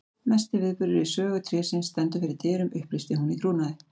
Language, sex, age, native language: Icelandic, female, 40-49, Icelandic